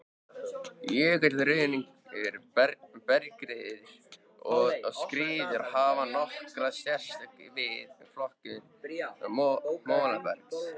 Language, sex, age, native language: Icelandic, male, 13, Icelandic